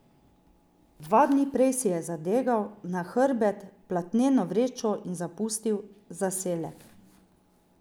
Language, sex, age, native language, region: Slovenian, female, 30-49, Slovenian, Drava region